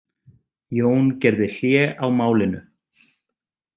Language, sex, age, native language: Icelandic, male, 30-39, Icelandic